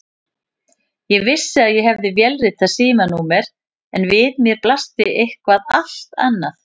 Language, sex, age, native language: Icelandic, female, 50-59, Icelandic